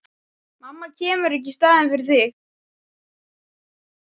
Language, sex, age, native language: Icelandic, male, 12, Icelandic